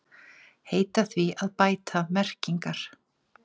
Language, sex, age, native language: Icelandic, female, 40-49, Icelandic